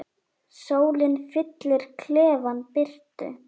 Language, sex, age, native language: Icelandic, female, 10, Icelandic